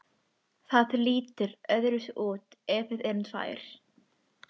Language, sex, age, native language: Icelandic, female, 12, Icelandic